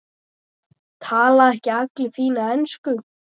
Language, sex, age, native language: Icelandic, female, 9, Icelandic